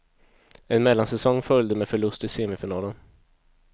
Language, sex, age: Swedish, male, 22